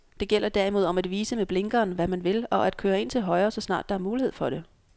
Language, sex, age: Danish, female, 26